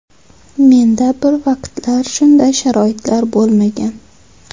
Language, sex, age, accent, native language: Uzbek, female, 25-34, Xorazm, Uzbek